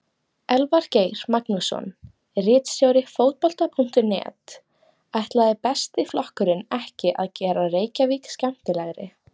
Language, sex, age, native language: Icelandic, female, 18-19, Icelandic